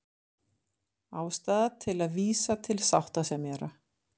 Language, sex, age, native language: Icelandic, female, 50-59, Icelandic